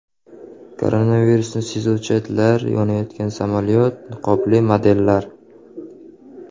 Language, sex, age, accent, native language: Uzbek, male, 18-24, Qashqadaryo, Uzbek